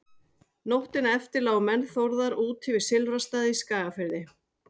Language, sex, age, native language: Icelandic, female, 40-49, Icelandic